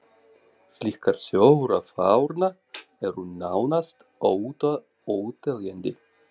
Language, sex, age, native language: Icelandic, male, 40-49, Russian